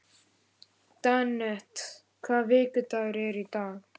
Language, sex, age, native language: Icelandic, male, 11, Icelandic